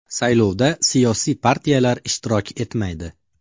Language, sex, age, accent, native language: Uzbek, male, 25-34, Farg'ona, Uzbek